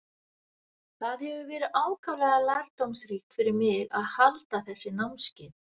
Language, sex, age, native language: Icelandic, female, 60-69, Icelandic